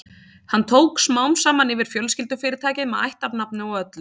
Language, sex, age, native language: Icelandic, female, 30-39, Icelandic